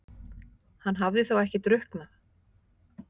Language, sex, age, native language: Icelandic, female, 50-59, Icelandic